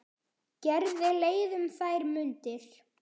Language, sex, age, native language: Icelandic, male, 10, Icelandic